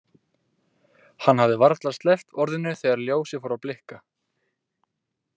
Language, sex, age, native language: Icelandic, male, 18-19, Icelandic